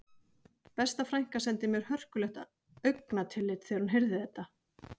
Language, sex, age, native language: Icelandic, female, 40-49, Icelandic